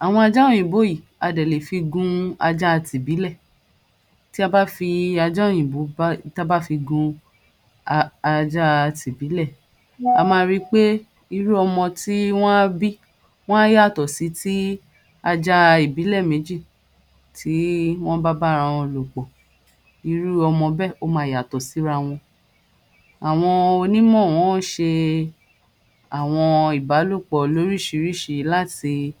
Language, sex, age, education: Yoruba, female, 30-45, tertiary